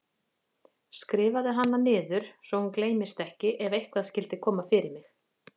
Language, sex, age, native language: Icelandic, female, 40-49, Icelandic